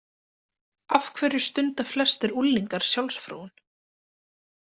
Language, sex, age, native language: Icelandic, female, 20-29, Icelandic